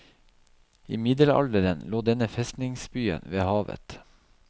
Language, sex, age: Norwegian, male, 37